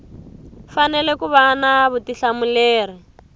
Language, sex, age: Tsonga, female, 22